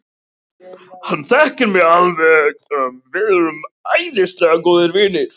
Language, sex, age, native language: Icelandic, male, 13, Icelandic